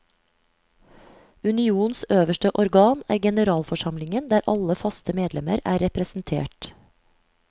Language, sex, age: Norwegian, female, 35